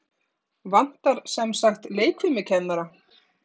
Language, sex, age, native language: Icelandic, female, 30-39, Icelandic